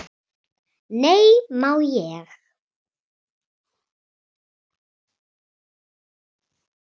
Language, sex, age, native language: Icelandic, female, 30-39, Icelandic